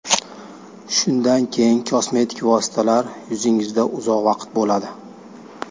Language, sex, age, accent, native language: Uzbek, male, 19-29, Andijon, Uzbek